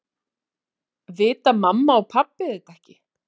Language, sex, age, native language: Icelandic, female, 40-49, Icelandic